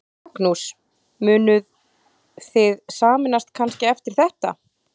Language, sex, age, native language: Icelandic, female, 30-39, Icelandic